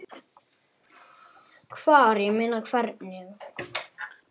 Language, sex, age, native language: Icelandic, male, 18-19, Icelandic